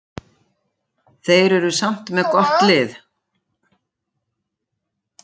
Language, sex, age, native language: Icelandic, female, 60-69, Icelandic